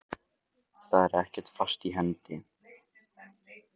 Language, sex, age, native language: Icelandic, male, 18-19, Icelandic